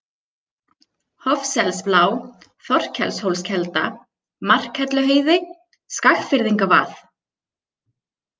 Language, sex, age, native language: Icelandic, female, 30-39, Icelandic